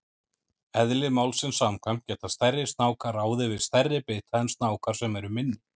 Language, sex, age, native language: Icelandic, male, 30-39, Icelandic